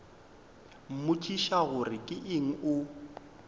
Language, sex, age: Northern Sotho, male, 22